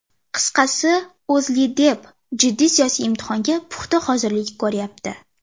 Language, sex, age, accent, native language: Uzbek, female, under 19, Toshkent shahri, Uzbek